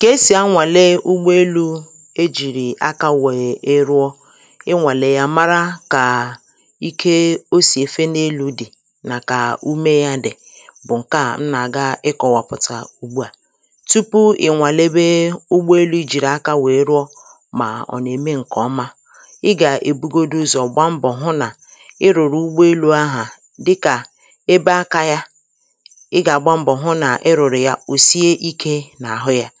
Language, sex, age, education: Igbo, female, 30-45, tertiary